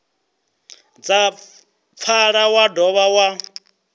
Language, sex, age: Venda, male, 23